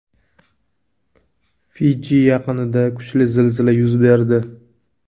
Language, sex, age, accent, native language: Uzbek, male, 25-34, Navoiy, Uzbek